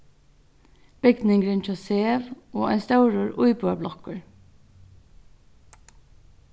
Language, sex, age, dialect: Faroese, female, 36-60, Norðurstreymoy/Eysturoy